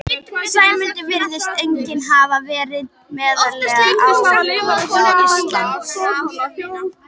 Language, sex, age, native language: Icelandic, female, 18-19, Icelandic